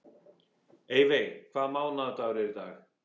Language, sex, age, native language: Icelandic, male, 18-19, English